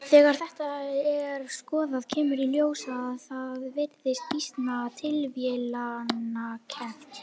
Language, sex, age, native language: Icelandic, female, 18-19, Icelandic